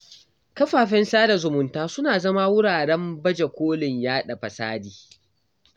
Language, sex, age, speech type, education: Hausa, male, 15-29, read, tertiary